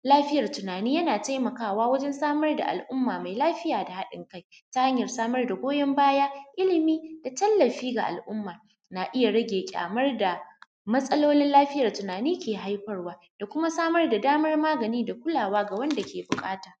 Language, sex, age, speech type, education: Hausa, female, 30-45, spontaneous, primary